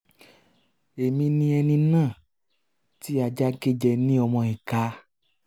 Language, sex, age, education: Yoruba, male, 30-45, tertiary